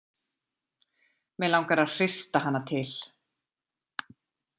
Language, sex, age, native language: Icelandic, female, 40-49, Icelandic